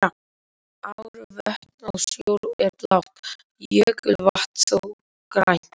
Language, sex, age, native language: Icelandic, male, 12, Icelandic